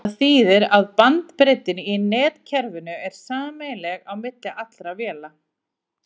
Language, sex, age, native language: Icelandic, female, 40-49, Icelandic